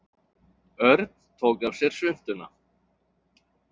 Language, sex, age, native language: Icelandic, male, 30-39, Icelandic